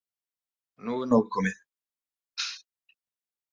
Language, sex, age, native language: Icelandic, male, 30-39, Icelandic